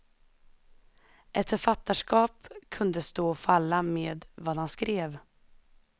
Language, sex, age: Swedish, female, 21